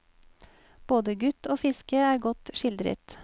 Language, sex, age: Norwegian, female, 28